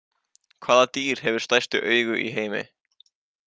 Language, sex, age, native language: Icelandic, male, 18-19, Icelandic